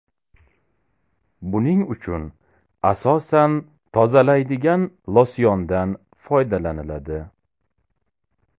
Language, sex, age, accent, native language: Uzbek, male, 18-24, Samarqand, Uzbek